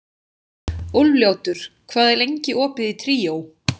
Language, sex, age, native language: Icelandic, female, 16, Icelandic